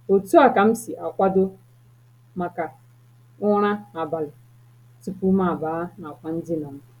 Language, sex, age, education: Igbo, female, 30-45, tertiary